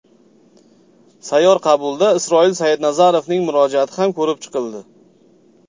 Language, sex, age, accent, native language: Uzbek, male, 30-39, Farg'ona, Uzbek